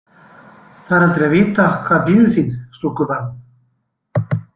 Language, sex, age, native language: Icelandic, male, 60-69, Icelandic